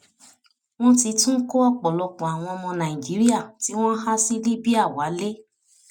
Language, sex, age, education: Yoruba, female, 30-45, tertiary